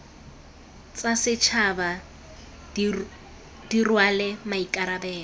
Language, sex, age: Tswana, female, 19